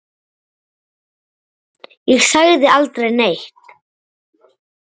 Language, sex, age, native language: Icelandic, male, 7, Icelandic